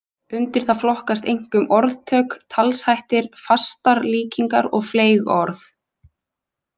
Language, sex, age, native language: Icelandic, female, 20-29, Icelandic